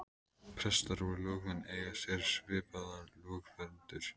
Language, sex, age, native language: Icelandic, male, 18-19, Icelandic